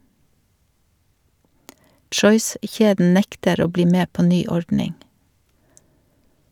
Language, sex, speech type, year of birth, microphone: Norwegian, female, read, 1952, Shure